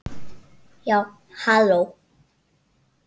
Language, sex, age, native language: Icelandic, female, 7, Icelandic